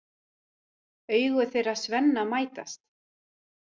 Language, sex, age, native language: Icelandic, female, 40-49, Icelandic